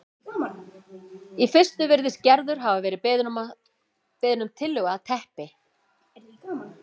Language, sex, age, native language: Icelandic, female, 50-59, Icelandic